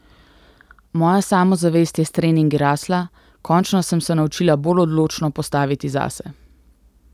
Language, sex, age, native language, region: Slovenian, female, 18-29, Slovenian, Central Slovenia